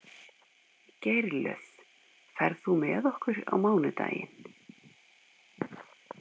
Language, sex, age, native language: Icelandic, female, 50-59, Icelandic